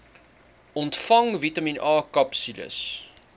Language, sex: Afrikaans, male